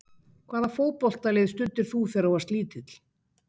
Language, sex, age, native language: Icelandic, female, 50-59, Icelandic